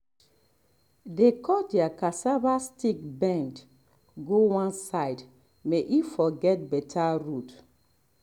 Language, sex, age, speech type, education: Nigerian Pidgin, female, 30-45, spontaneous, tertiary